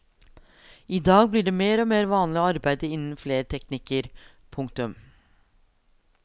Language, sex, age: Norwegian, female, 42